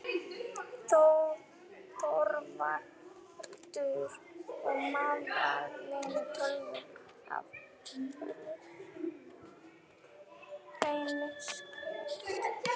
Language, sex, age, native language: Icelandic, female, 11, German